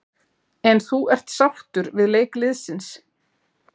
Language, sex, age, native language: Icelandic, female, 40-49, Icelandic